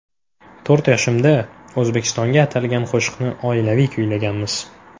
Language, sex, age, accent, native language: Uzbek, male, 18-24, Toshkent shahri, Uzbek